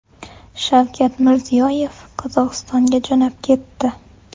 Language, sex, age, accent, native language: Uzbek, female, 18-24, Xorazm, Uzbek